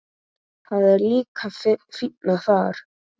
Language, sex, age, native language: Icelandic, male, 8, Icelandic